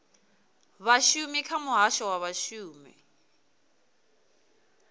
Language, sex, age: Venda, female, 22